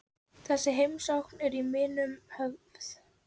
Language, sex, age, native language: Icelandic, female, 12, Icelandic